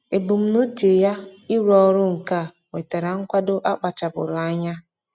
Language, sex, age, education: Igbo, female, 15-29, tertiary